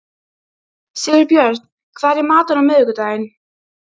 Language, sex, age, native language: Icelandic, female, 12, Icelandic